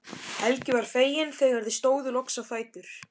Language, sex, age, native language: Icelandic, male, 13, Icelandic